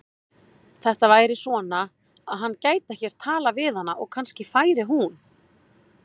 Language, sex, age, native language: Icelandic, female, 30-39, Icelandic